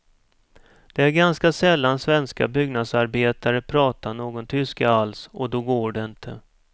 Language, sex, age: Swedish, male, 47